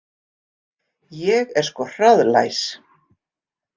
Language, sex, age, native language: Icelandic, female, 50-59, Icelandic